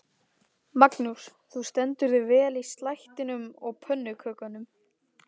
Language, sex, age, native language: Icelandic, male, 13, Icelandic